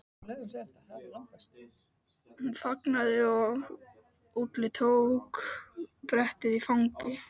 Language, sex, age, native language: Icelandic, male, 12, Icelandic